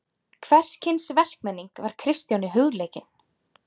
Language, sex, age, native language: Icelandic, female, 30-39, Icelandic